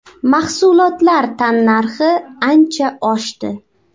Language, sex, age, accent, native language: Uzbek, female, 19-29, Xorazm, Uzbek